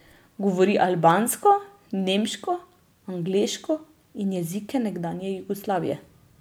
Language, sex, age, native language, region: Slovenian, female, 30-49, Slovenian, Drava region